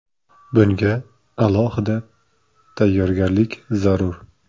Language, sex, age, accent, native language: Uzbek, male, 25-34, Jizzax, Uzbek